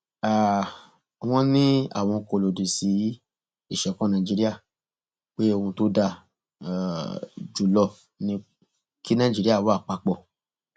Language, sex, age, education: Yoruba, male, 30-45, tertiary